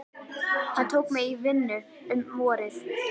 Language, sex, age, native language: Icelandic, female, 11, Icelandic